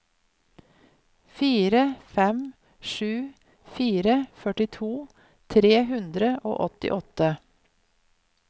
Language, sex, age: Norwegian, female, 50